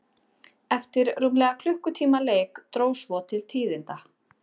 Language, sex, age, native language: Icelandic, female, 30-39, Icelandic